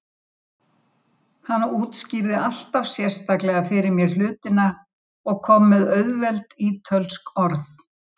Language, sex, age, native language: Icelandic, female, 70-79, Icelandic